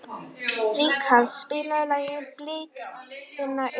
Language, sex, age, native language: Icelandic, female, 11, Icelandic